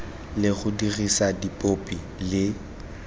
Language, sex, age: Tswana, male, 21